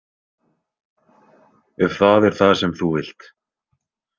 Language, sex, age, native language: Icelandic, male, 20-29, Icelandic